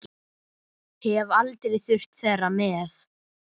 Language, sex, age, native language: Icelandic, male, 9, Icelandic